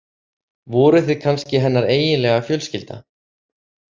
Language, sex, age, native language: Icelandic, male, 30-39, Icelandic